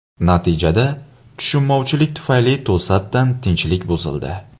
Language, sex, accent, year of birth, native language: Uzbek, male, Andijon, 1999, Uzbek